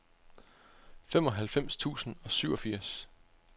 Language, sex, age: Danish, male, 25